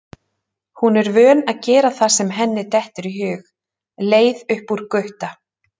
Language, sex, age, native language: Icelandic, female, 30-39, Icelandic